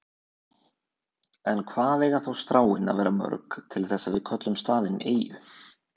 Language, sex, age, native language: Icelandic, male, 20-29, Icelandic